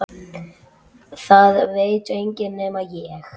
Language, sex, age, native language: Icelandic, male, 9, Icelandic